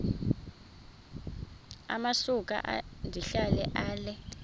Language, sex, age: Xhosa, female, 26